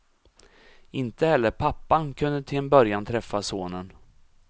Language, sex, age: Swedish, male, 34